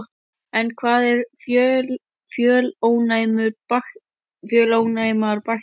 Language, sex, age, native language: Icelandic, male, 12, Icelandic